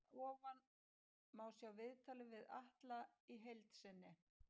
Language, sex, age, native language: Icelandic, female, 50-59, Icelandic